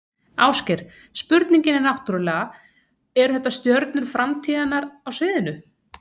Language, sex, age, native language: Icelandic, female, 30-39, Icelandic